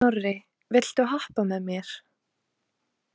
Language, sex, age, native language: Icelandic, female, 20-29, Icelandic